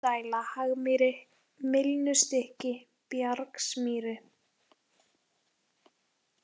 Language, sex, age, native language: Icelandic, female, 18-19, Icelandic